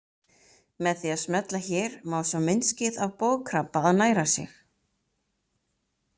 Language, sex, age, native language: Icelandic, female, 30-39, Icelandic